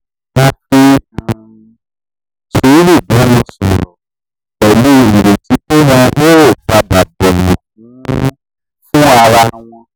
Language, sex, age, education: Yoruba, male, 30-45, tertiary